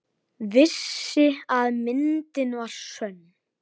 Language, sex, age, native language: Icelandic, male, 10, Icelandic